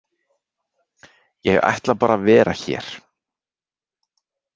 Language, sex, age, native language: Icelandic, male, 40-49, Icelandic